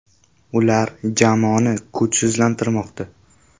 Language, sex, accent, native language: Uzbek, male, Toshkent shahri, Uzbek